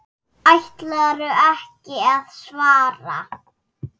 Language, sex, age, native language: Icelandic, female, 6, Icelandic